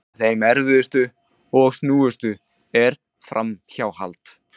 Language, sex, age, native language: Icelandic, male, 20-29, Icelandic